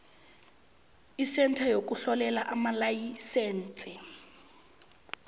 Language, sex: South Ndebele, female